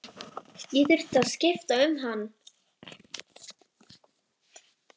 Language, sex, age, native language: Icelandic, female, 11, Icelandic